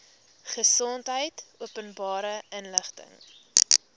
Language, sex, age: Afrikaans, female, 18